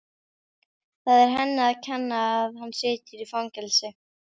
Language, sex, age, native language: Icelandic, female, 12, Icelandic